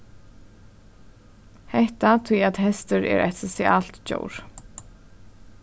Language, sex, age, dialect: Faroese, female, 15-35, Suðurstreymoy